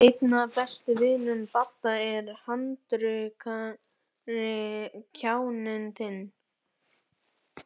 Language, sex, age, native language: Icelandic, male, 11, Icelandic